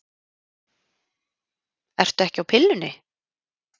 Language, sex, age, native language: Icelandic, female, 30-39, Icelandic